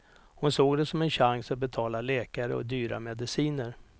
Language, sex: Swedish, male